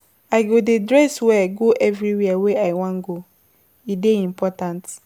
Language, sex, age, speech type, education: Nigerian Pidgin, female, 15-29, spontaneous, tertiary